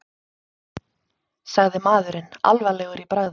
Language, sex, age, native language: Icelandic, female, 30-39, Icelandic